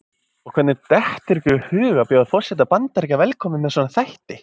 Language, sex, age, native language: Icelandic, male, 20-29, Icelandic